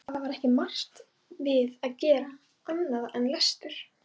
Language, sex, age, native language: Icelandic, female, 12, Icelandic